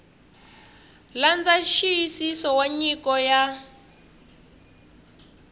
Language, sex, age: Tsonga, female, 23